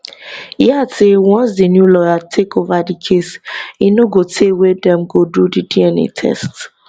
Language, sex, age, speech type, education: Nigerian Pidgin, female, 15-29, spontaneous, tertiary